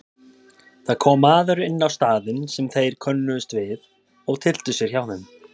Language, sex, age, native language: Icelandic, male, 30-39, Icelandic